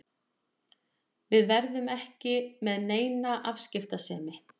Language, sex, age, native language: Icelandic, female, 40-49, Icelandic